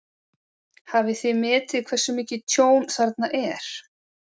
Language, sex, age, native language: Icelandic, female, 40-49, Icelandic